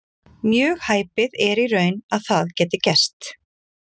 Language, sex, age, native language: Icelandic, female, 40-49, Icelandic